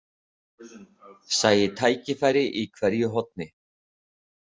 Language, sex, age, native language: Icelandic, male, 30-39, Icelandic